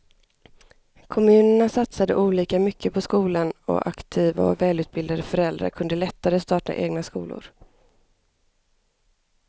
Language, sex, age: Swedish, female, 25